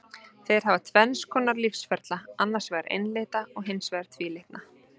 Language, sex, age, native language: Icelandic, female, 30-39, Icelandic